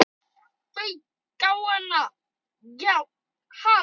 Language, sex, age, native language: Icelandic, male, 9, Icelandic